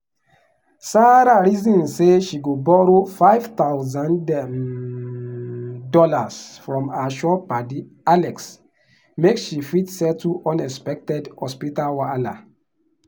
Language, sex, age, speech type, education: Nigerian Pidgin, male, 15-29, spontaneous, tertiary